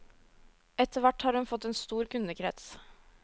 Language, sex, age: Norwegian, female, 22